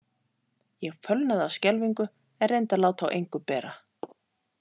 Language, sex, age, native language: Icelandic, female, 40-49, Icelandic